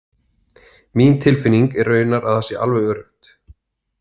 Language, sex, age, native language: Icelandic, male, 30-39, Icelandic